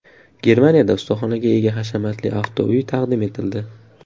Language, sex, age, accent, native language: Uzbek, male, 18-24, Farg'ona, Uzbek